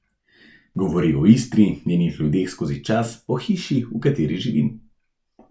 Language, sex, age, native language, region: Slovenian, male, 18-29, Slovenian, Central Slovenia